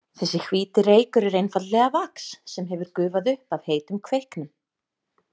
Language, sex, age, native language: Icelandic, female, 30-39, Icelandic